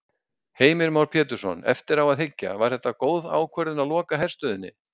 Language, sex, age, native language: Icelandic, male, 60-69, Icelandic